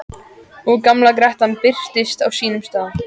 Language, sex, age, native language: Icelandic, female, 14, Icelandic